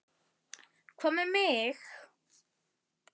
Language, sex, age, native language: Icelandic, female, 10, Icelandic